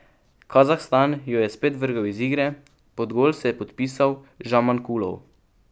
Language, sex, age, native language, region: Slovenian, male, 12-17, Slovenian, Pomurje region